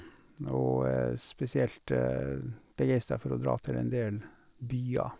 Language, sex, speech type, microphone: Norwegian, male, spontaneous, Sennheiser